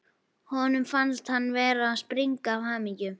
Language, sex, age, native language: Icelandic, female, 11, Icelandic